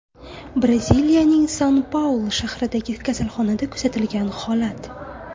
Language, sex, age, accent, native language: Uzbek, female, 18-24, Buxoro, Uzbek